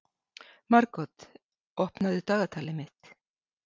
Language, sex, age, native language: Icelandic, female, 60-69, Icelandic